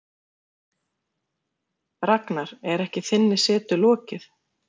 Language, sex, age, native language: Icelandic, female, 40-49, Icelandic